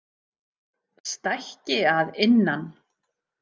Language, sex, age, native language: Icelandic, female, 50-59, Icelandic